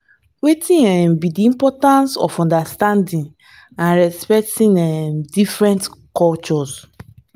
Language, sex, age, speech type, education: Nigerian Pidgin, female, 15-29, spontaneous, tertiary